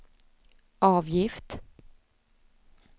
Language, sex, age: Swedish, female, 20